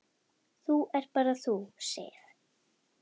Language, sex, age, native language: Icelandic, female, 8, Icelandic